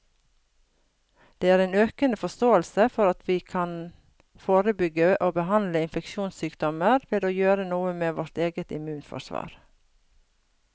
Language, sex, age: Norwegian, female, 42